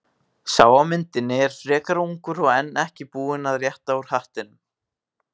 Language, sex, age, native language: Icelandic, male, 18-19, Icelandic